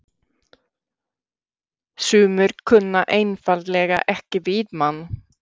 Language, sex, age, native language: Icelandic, female, 60-69, Swedish